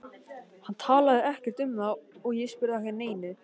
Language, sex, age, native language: Icelandic, male, 18-19, Icelandic